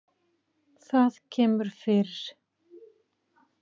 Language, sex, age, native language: Icelandic, female, 40-49, Icelandic